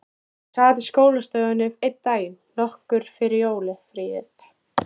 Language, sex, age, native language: Icelandic, female, 13, Icelandic